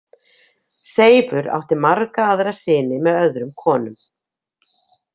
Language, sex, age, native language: Icelandic, female, 50-59, Icelandic